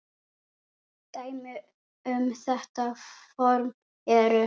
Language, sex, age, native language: Icelandic, male, 9, Icelandic